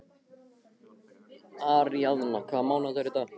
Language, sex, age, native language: Icelandic, male, 15, Icelandic